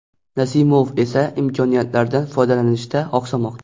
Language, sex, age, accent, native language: Uzbek, male, 12-17, Xorazm, Uzbek